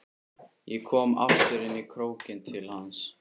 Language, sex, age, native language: Icelandic, male, 13, Icelandic